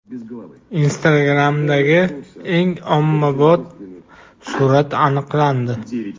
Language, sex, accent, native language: Uzbek, male, Toshkent shahri, Uzbek